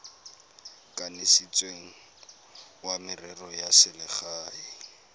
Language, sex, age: Tswana, male, 22